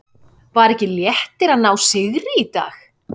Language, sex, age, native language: Icelandic, female, 40-49, Icelandic